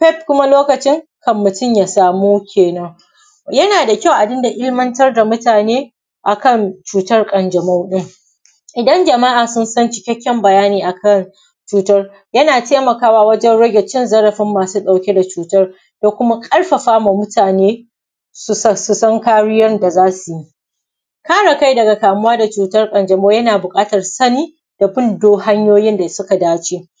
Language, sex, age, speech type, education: Hausa, female, 30-45, spontaneous, primary